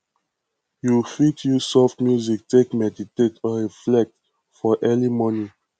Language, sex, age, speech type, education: Nigerian Pidgin, male, 15-29, spontaneous, tertiary